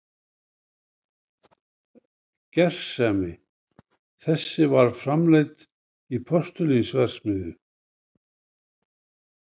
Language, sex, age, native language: Icelandic, male, 70-79, Icelandic